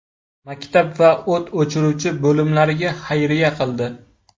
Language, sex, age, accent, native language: Uzbek, male, 18-24, Farg'ona, Uzbek